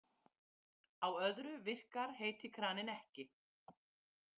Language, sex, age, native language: Icelandic, female, 50-59, Icelandic